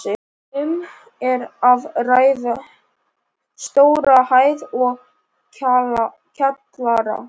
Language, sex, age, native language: Icelandic, male, 11, Icelandic